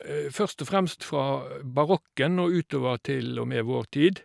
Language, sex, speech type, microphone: Norwegian, male, spontaneous, Shure